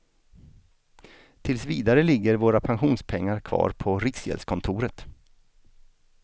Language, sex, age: Swedish, male, 49